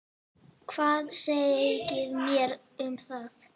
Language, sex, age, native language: Icelandic, female, 9, Icelandic